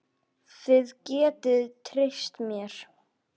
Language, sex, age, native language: Icelandic, male, 9, Icelandic